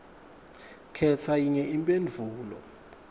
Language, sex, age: Swati, male, 19